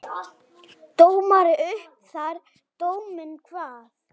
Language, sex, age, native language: Icelandic, male, 9, Icelandic